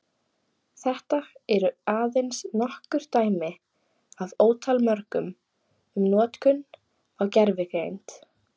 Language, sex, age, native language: Icelandic, female, 18-19, Icelandic